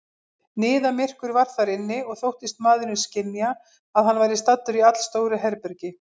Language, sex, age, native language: Icelandic, female, 50-59, Icelandic